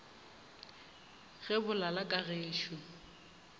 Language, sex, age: Northern Sotho, female, 25